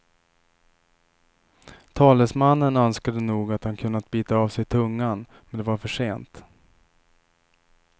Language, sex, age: Swedish, male, 27